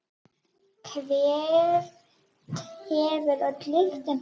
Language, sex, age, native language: Icelandic, female, 10, Icelandic